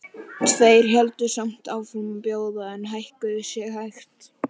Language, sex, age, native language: Icelandic, male, 11, Icelandic